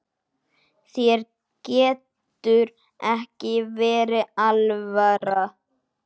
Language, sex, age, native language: Icelandic, male, 9, Icelandic